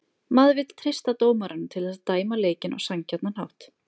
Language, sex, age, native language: Icelandic, female, 20-29, Icelandic